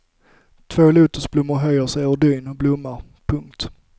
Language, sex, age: Swedish, male, 25